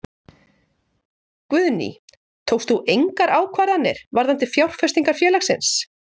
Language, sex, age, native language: Icelandic, female, 40-49, Icelandic